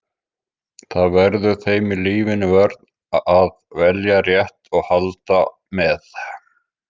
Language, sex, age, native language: Icelandic, male, 50-59, Icelandic